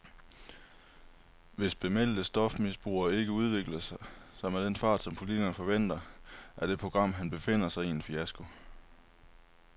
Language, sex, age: Danish, male, 23